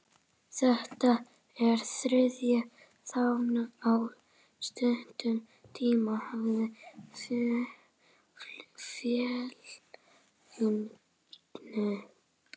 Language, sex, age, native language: Icelandic, male, 18-19, Icelandic